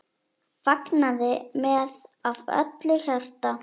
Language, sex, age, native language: Icelandic, female, 10, Icelandic